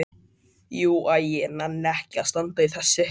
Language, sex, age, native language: Icelandic, male, 12, Icelandic